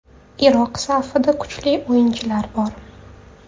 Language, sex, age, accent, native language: Uzbek, female, 25-34, Toshkent shahri, Uzbek